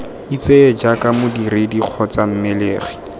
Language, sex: Tswana, male